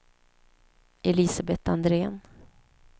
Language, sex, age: Swedish, female, 29